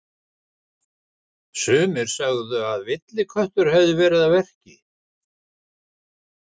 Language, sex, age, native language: Icelandic, male, 60-69, Icelandic